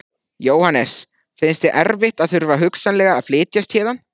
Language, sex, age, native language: Icelandic, male, 14, Icelandic